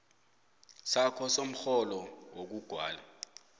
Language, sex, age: South Ndebele, male, 25